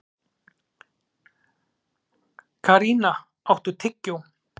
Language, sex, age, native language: Icelandic, male, 30-39, Icelandic